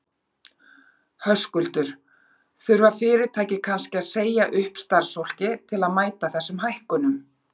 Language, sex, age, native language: Icelandic, female, 40-49, Icelandic